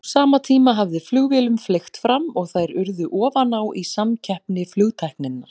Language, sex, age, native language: Icelandic, female, 40-49, Icelandic